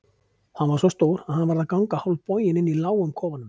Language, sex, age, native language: Icelandic, male, 50-59, Icelandic